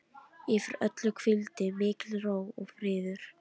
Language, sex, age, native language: Icelandic, female, 13, Icelandic